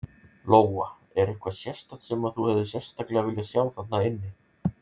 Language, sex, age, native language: Icelandic, male, 30-39, Icelandic